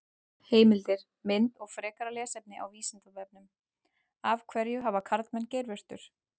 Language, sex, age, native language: Icelandic, female, 40-49, Icelandic